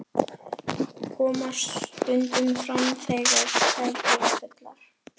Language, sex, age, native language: Icelandic, female, 11, Icelandic